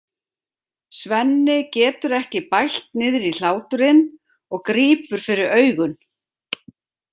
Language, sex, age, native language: Icelandic, female, 50-59, Icelandic